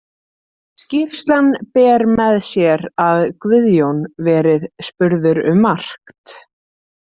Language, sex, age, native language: Icelandic, female, 30-39, Icelandic